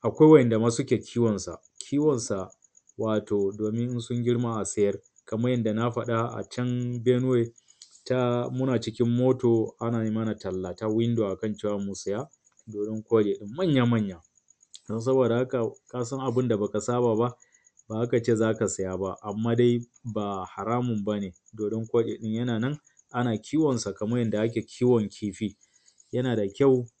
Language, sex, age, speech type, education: Hausa, male, 30-45, spontaneous, tertiary